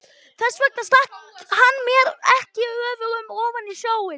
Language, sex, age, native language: Icelandic, male, 11, Icelandic